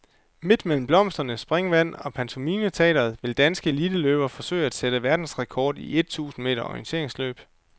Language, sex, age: Danish, male, 29